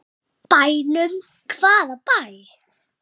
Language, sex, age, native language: Icelandic, male, 6, Icelandic